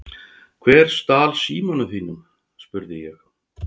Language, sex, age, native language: Icelandic, male, 60-69, Icelandic